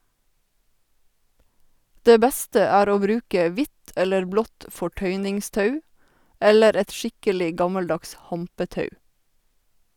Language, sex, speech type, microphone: Norwegian, female, read, Sennheiser